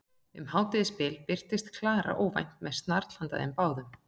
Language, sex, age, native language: Icelandic, female, 40-49, Icelandic